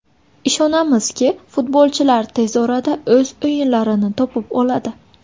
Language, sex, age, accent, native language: Uzbek, female, 19-29, Buxoro, Uzbek